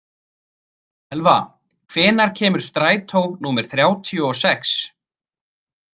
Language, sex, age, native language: Icelandic, male, 30-39, Icelandic